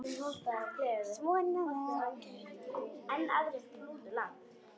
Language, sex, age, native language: Icelandic, female, 10, Icelandic